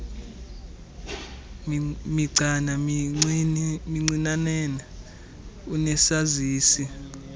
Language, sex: Xhosa, male